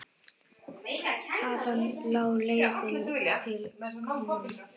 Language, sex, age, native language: Icelandic, female, 10, Icelandic